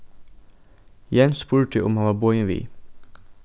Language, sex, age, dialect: Faroese, male, 15-35, Norðurstreymoy/Eysturoy